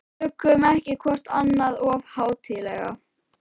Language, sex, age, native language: Icelandic, female, 11, Icelandic